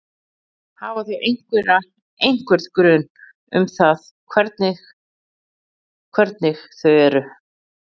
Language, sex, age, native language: Icelandic, female, 40-49, Icelandic